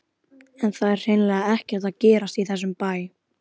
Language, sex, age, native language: Icelandic, female, 12, Icelandic